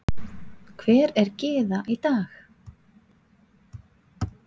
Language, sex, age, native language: Icelandic, female, 40-49, Icelandic